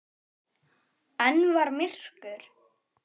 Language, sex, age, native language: Icelandic, male, 9, Icelandic